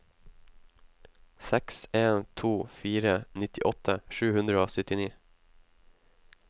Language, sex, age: Norwegian, male, 19